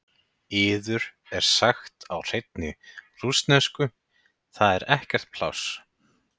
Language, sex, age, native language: Icelandic, male, 30-39, Icelandic